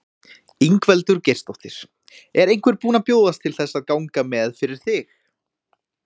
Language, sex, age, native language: Icelandic, male, 20-29, Icelandic